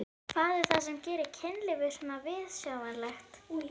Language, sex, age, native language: Icelandic, female, 11, Icelandic